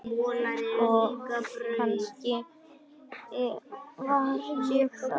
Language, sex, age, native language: Icelandic, male, 10, Icelandic